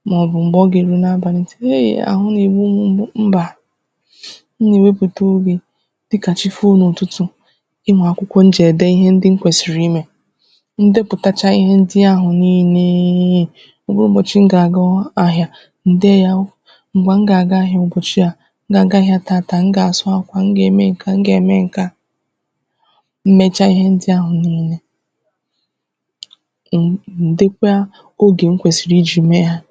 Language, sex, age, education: Igbo, female, 15-29, tertiary